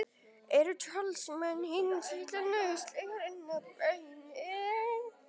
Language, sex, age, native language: Icelandic, female, 18-19, Icelandic